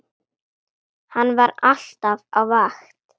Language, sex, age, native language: Icelandic, female, 9, Icelandic